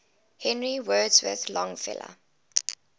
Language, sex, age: English, female, 20